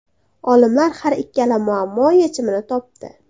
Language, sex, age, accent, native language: Uzbek, female, under 19, Toshkent shahri, Uzbek